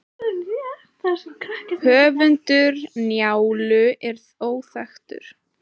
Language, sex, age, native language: Icelandic, female, 18-19, Icelandic